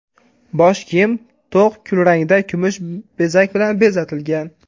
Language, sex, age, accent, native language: Uzbek, male, 18-24, Farg'ona, Uzbek